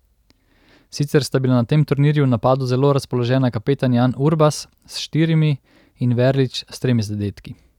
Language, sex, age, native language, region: Slovenian, male, 30-49, Slovenian, Central Slovenia